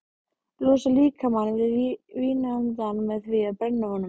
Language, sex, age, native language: Icelandic, female, 13, Icelandic